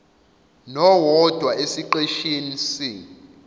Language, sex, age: Zulu, male, 21